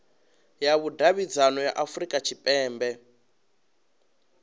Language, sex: Venda, male